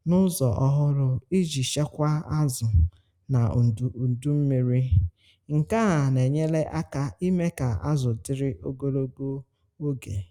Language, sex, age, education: Igbo, female, 30-45, tertiary